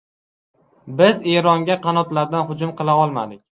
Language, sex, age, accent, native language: Uzbek, male, 12-17, Qashqadaryo, Uzbek